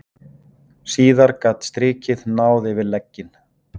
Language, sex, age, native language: Icelandic, male, 40-49, Icelandic